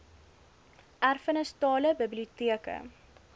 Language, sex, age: Afrikaans, female, 20